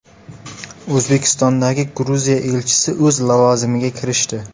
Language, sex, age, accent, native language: Uzbek, male, 18-24, Samarqand, Uzbek